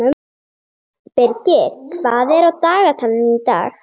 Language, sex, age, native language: Icelandic, female, 30-39, Icelandic